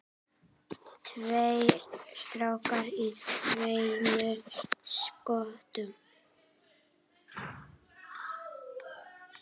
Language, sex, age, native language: Icelandic, female, 8, Icelandic